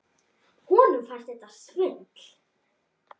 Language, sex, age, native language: Icelandic, female, 10, Icelandic